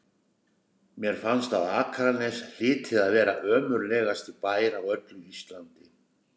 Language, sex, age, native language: Icelandic, male, 60-69, Icelandic